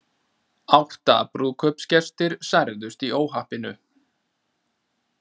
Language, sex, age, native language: Icelandic, male, 30-39, Icelandic